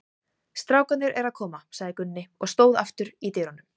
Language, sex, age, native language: Icelandic, female, 18-19, Icelandic